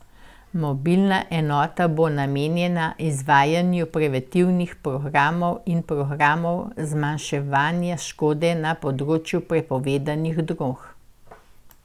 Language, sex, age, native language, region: Slovenian, female, 60+, Slovenian, Central Slovenia